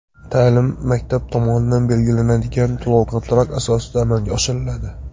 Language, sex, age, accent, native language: Uzbek, male, 19-29, Xorazm, Uzbek